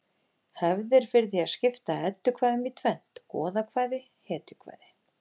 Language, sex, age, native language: Icelandic, female, 30-39, Icelandic